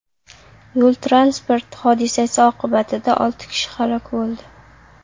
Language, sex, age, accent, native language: Uzbek, female, under 19, Qashqadaryo, Uzbek